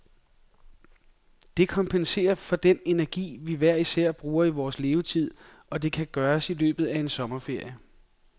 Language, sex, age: Danish, male, 42